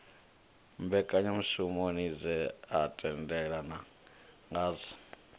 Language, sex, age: Venda, male, 25